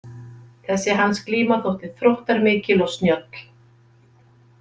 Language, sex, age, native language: Icelandic, female, 50-59, Icelandic